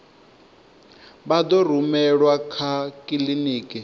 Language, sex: Venda, male